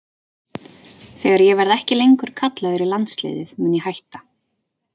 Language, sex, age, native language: Icelandic, female, 30-39, Icelandic